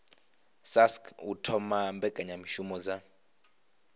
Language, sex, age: Venda, male, 25